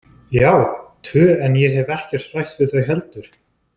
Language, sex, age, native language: Icelandic, male, 20-29, Icelandic